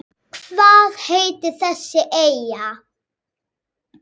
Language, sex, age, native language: Icelandic, female, 6, Icelandic